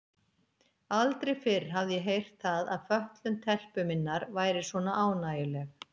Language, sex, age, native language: Icelandic, female, 50-59, Icelandic